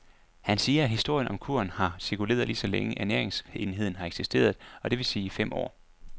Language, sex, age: Danish, male, 24